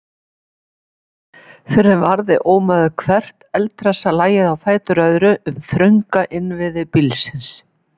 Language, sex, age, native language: Icelandic, female, 70-79, Icelandic